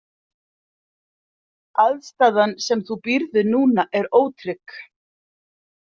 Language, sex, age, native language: Icelandic, female, 50-59, Icelandic